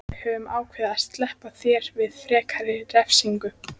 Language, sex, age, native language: Icelandic, female, 14, Icelandic